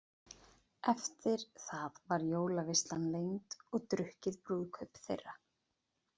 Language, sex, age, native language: Icelandic, female, 30-39, Icelandic